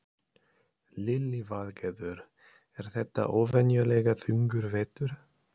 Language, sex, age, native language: Icelandic, male, 30-39, German